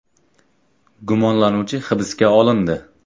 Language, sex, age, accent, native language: Uzbek, male, 25-34, Qoraqalpog'iston, Uzbek